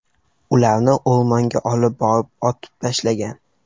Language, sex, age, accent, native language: Uzbek, male, 18-24, Toshkent shahri, Uzbek